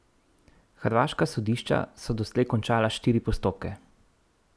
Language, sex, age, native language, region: Slovenian, male, 30-49, Slovenian, Central Slovenia